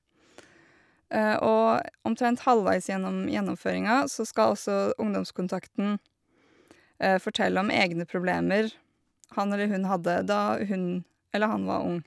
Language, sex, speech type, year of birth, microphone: Norwegian, female, spontaneous, 1986, Shure